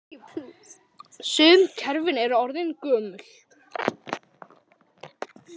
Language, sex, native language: Icelandic, male, Icelandic